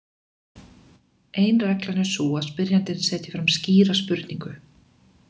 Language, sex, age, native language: Icelandic, female, 20-29, Icelandic